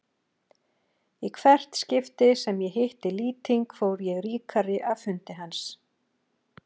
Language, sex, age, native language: Icelandic, female, 40-49, Icelandic